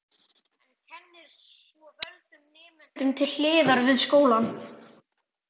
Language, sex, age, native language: Icelandic, male, 11, Icelandic